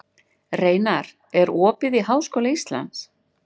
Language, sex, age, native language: Icelandic, female, 40-49, Icelandic